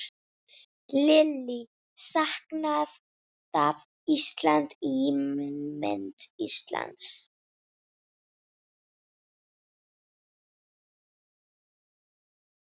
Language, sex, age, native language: Icelandic, female, 9, Icelandic